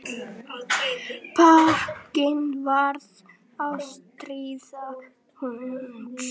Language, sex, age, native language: Icelandic, male, 8, Icelandic